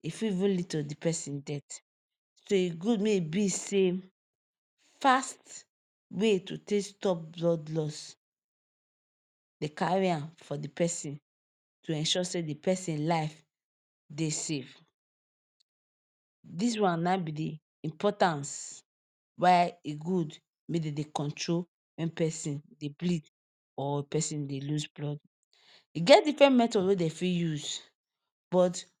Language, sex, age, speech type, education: Nigerian Pidgin, female, 15-29, spontaneous, tertiary